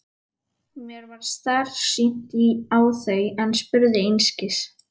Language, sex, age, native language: Icelandic, female, 11, Icelandic